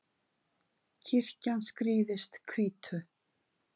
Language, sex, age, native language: Icelandic, female, 50-59, Icelandic